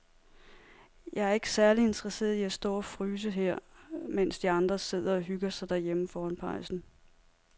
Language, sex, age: Danish, female, 30